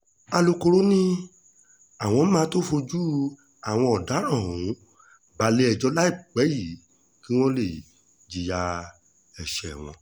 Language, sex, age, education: Yoruba, male, 30-45, tertiary